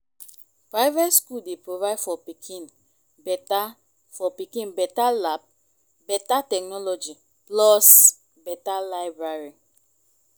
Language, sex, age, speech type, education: Nigerian Pidgin, female, 15-29, spontaneous, tertiary